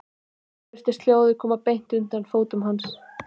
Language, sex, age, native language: Icelandic, female, 12, Icelandic